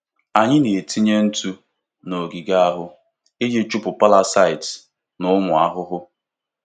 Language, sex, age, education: Igbo, male, 15-29, tertiary